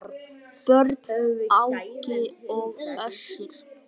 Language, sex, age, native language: Icelandic, male, 9, Icelandic